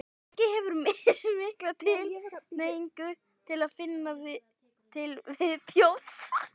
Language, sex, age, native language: Icelandic, female, 60-69, Icelandic